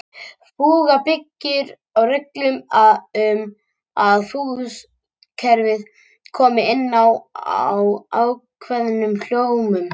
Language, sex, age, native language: Icelandic, male, 18-19, Icelandic